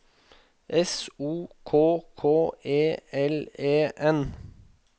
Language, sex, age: Norwegian, male, 21